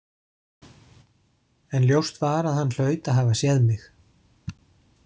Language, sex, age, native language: Icelandic, male, 40-49, Icelandic